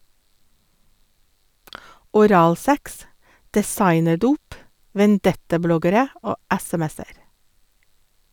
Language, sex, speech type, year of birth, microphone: Norwegian, female, read, 1956, Sennheiser